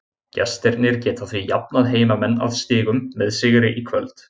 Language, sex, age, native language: Icelandic, male, 20-29, Icelandic